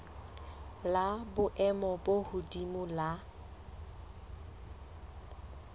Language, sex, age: Southern Sotho, female, 20